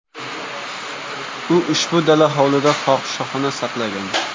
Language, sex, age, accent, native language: Uzbek, male, 18-24, Surxondaryo, Uzbek